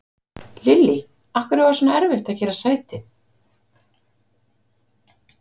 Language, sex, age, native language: Icelandic, female, 50-59, Icelandic